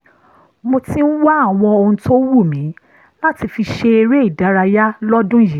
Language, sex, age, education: Yoruba, female, 30-45, tertiary